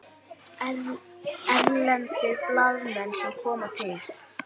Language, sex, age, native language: Icelandic, female, 60-69, Icelandic